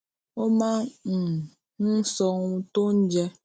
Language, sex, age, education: Yoruba, female, 15-29, tertiary